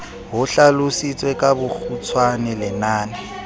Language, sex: Southern Sotho, male